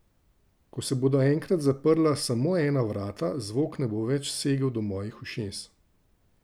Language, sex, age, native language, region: Slovenian, male, 30-49, Slovenian, Drava region